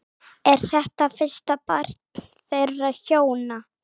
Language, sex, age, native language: Icelandic, female, 30-39, Icelandic